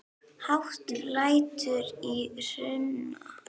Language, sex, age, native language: Icelandic, female, 10, Icelandic